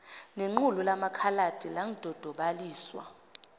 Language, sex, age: Zulu, female, 25